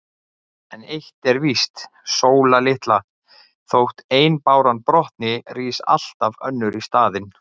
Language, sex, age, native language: Icelandic, male, 40-49, Icelandic